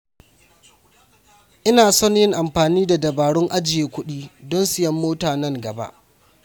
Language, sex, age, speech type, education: Hausa, male, 15-29, read, primary